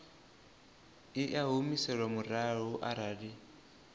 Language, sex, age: Venda, male, 24